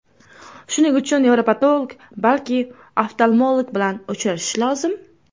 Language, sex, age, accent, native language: Uzbek, female, under 19, Toshkent viloyati, Uzbek